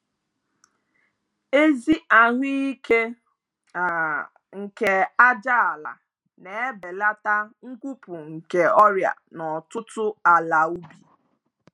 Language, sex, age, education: Igbo, female, 30-45, tertiary